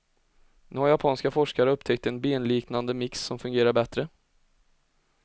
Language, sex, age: Swedish, male, 20